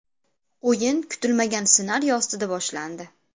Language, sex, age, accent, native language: Uzbek, female, under 19, Namangan, Uzbek